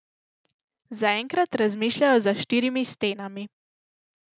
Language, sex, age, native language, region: Slovenian, female, 18-29, Slovenian, Central Slovenia